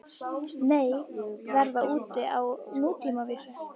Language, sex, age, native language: Icelandic, female, 18-19, Icelandic